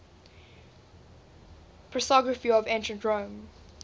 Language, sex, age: English, female, 20